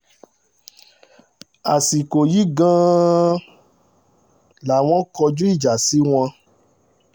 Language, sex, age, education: Yoruba, male, 30-45, tertiary